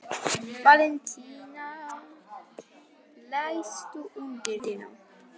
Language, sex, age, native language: Icelandic, female, 11, Polish